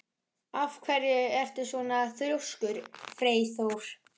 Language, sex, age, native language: Icelandic, male, 11, Icelandic